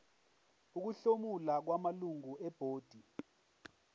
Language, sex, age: Zulu, male, 24